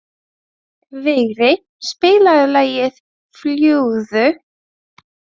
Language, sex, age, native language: Icelandic, female, 20-29, Latvian